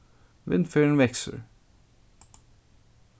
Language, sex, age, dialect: Faroese, male, 15-35, Suðurstreymoy